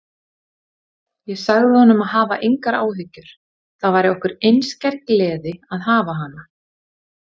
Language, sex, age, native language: Icelandic, female, 30-39, Icelandic